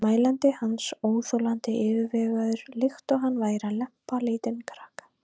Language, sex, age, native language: Icelandic, female, 30-39, Icelandic